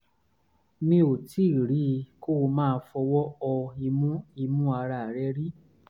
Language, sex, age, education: Yoruba, male, 15-29, tertiary